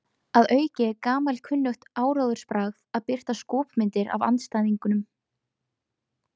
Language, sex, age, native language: Icelandic, female, 20-29, Icelandic